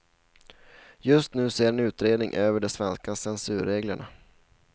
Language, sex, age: Swedish, male, 16